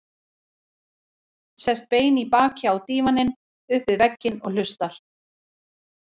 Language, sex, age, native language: Icelandic, female, 40-49, Icelandic